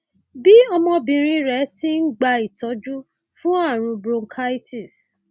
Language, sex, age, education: Yoruba, female, 30-45, tertiary